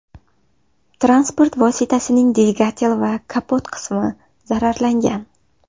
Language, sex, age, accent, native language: Uzbek, female, 19-29, Sirdaryo, Uzbek